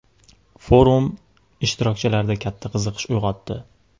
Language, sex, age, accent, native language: Uzbek, male, 19-29, Toshkent shahri, Uzbek